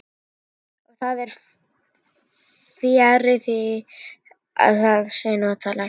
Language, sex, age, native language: Icelandic, female, 11, Icelandic